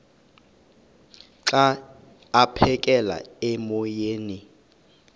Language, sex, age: Xhosa, male, 31